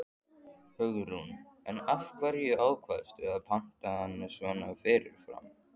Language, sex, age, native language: Icelandic, male, 14, Icelandic